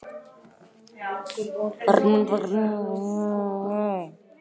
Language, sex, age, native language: Icelandic, female, 18-19, Icelandic